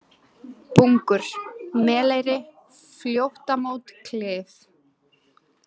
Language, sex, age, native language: Icelandic, female, 20-29, Icelandic